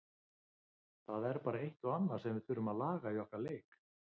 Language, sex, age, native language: Icelandic, male, 50-59, Icelandic